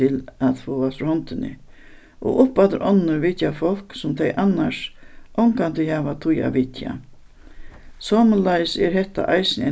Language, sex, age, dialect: Faroese, female, 61+, Suðuroy